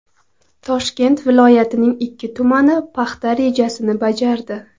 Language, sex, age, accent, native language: Uzbek, female, 18-24, Qoraqalpog'iston, Karakalpak